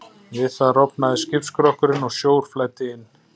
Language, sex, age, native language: Icelandic, male, 40-49, Icelandic